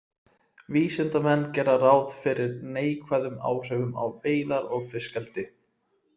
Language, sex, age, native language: Icelandic, male, 30-39, Icelandic